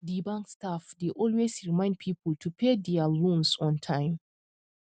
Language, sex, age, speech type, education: Nigerian Pidgin, female, 15-29, spontaneous, tertiary